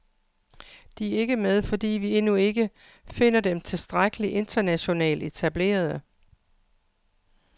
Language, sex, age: Danish, female, 55